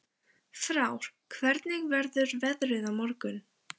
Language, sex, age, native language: Icelandic, female, 15, Icelandic